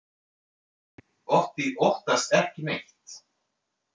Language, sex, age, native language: Icelandic, male, 30-39, French